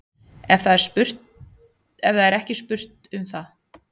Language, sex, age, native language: Icelandic, female, 30-39, Icelandic